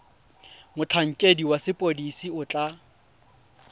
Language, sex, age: Tswana, male, 20